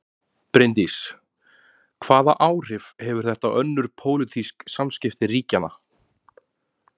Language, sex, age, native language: Icelandic, male, 30-39, Icelandic